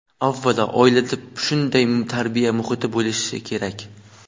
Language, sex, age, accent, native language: Uzbek, male, 18-24, Toshkent viloyati, Uzbek